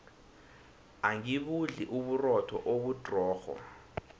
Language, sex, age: South Ndebele, male, 19